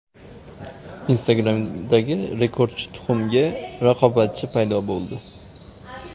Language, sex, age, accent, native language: Uzbek, male, 25-34, Farg'ona, Uzbek